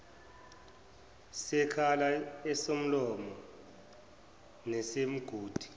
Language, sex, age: Zulu, male, 24